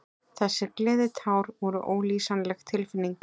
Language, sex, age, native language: Icelandic, female, 30-39, Icelandic